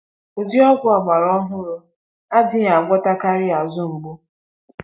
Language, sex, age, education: Igbo, female, 15-29, tertiary